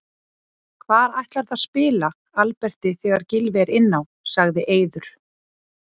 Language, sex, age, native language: Icelandic, female, 40-49, Icelandic